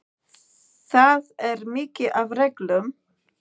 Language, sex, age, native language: Icelandic, female, 9, Icelandic